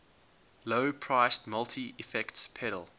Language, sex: English, male